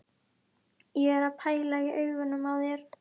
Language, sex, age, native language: Icelandic, female, 11, Icelandic